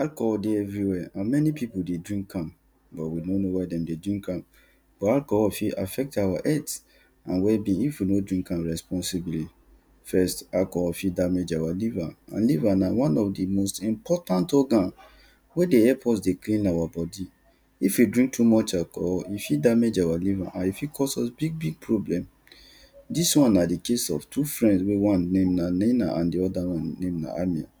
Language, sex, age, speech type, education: Nigerian Pidgin, male, 30-45, spontaneous, tertiary